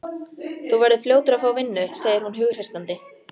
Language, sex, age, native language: Icelandic, female, 14, Icelandic